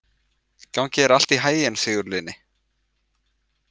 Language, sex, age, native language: Icelandic, male, 20-29, Icelandic